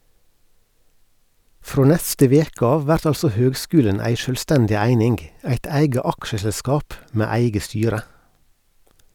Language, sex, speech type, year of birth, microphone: Norwegian, male, read, 1970, Sennheiser